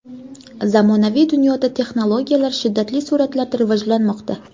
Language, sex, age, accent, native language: Uzbek, female, 25-34, Jizzax, Uzbek